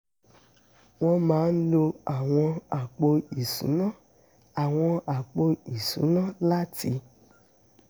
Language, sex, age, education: Yoruba, female, 46-60, secondary